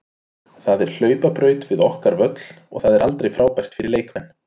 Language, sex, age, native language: Icelandic, male, 30-39, Icelandic